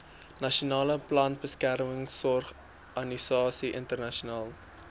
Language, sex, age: Afrikaans, male, 23